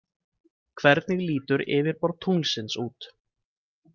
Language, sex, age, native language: Icelandic, male, 20-29, Icelandic